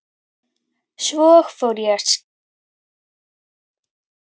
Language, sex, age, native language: Icelandic, female, 11, Icelandic